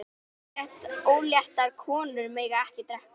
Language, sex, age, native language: Icelandic, female, 10, Icelandic